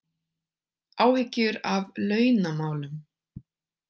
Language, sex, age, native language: Icelandic, female, 20-29, Icelandic